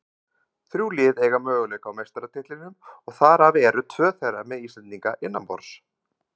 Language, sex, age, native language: Icelandic, male, 50-59, Icelandic